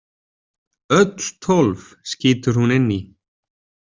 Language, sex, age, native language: Icelandic, male, 20-29, Icelandic